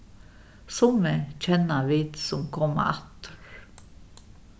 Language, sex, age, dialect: Faroese, female, 61+, Suðuroy